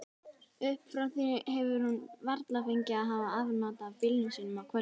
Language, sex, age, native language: Icelandic, female, 18-19, Icelandic